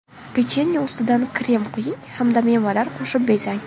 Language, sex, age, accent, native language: Uzbek, female, 18-24, Toshkent shahri, Uzbek